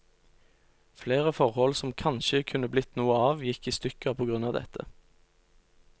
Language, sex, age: Norwegian, male, 29